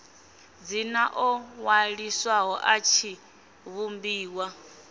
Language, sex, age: Venda, female, 24